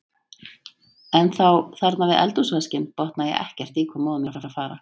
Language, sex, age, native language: Icelandic, female, 30-39, Icelandic